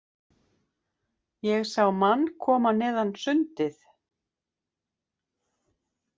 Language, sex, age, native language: Icelandic, female, 50-59, Icelandic